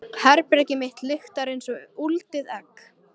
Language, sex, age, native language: Icelandic, female, 13, Icelandic